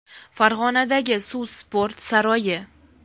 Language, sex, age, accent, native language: Uzbek, female, 19-29, Farg'ona, Uzbek